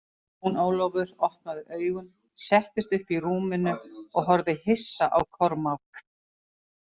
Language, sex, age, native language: Icelandic, female, 50-59, Icelandic